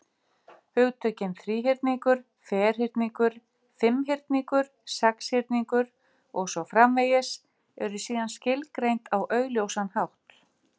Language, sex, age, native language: Icelandic, female, 50-59, Icelandic